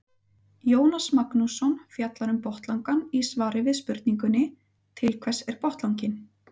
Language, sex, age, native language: Icelandic, female, 30-39, Icelandic